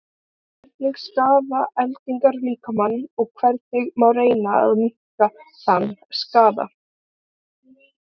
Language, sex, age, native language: Icelandic, other, 18-19, Icelandic